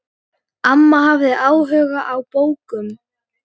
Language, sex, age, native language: Icelandic, female, 9, Icelandic